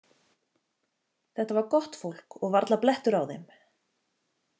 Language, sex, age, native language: Icelandic, female, 30-39, Icelandic